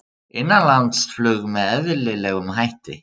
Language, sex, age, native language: Icelandic, male, 30-39, Icelandic